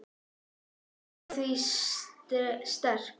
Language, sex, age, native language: Icelandic, female, 9, Icelandic